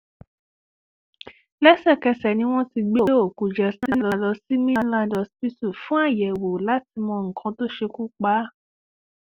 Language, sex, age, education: Yoruba, female, 15-29, tertiary